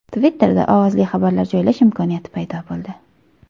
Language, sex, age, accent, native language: Uzbek, female, 19-29, Qashqadaryo, Uzbek